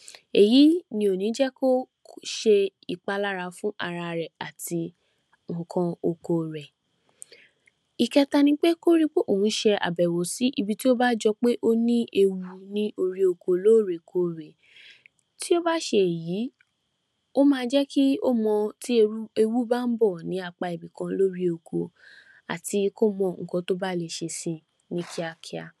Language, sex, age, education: Yoruba, female, 46-60, tertiary